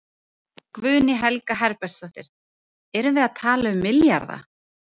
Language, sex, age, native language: Icelandic, female, 30-39, Icelandic